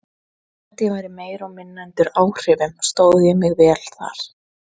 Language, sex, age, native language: Icelandic, female, 20-29, Icelandic